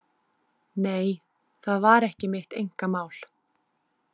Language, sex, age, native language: Icelandic, female, 30-39, Icelandic